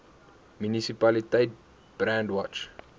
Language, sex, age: Afrikaans, male, 18